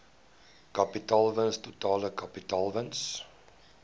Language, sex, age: Afrikaans, male, 19